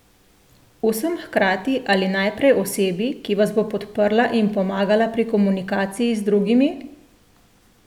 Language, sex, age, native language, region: Slovenian, female, 30-49, Slovenian, Central Slovenia